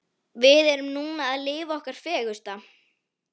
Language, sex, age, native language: Icelandic, female, 11, Icelandic